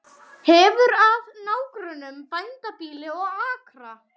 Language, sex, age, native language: Icelandic, male, 12, Icelandic